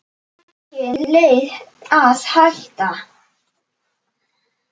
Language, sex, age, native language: Icelandic, male, 10, Icelandic